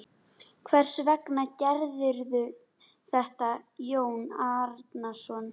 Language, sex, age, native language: Icelandic, female, 11, Icelandic